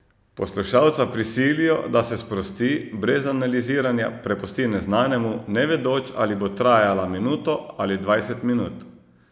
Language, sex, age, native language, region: Slovenian, male, 30-49, Slovenian, Savinja region